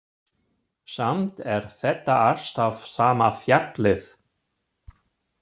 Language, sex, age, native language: Icelandic, male, 60-69, German